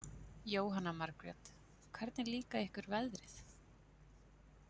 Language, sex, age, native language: Icelandic, female, 20-29, Icelandic